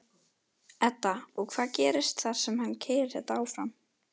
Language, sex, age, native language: Icelandic, female, 12, Icelandic